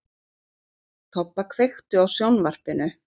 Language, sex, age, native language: Icelandic, female, 40-49, Icelandic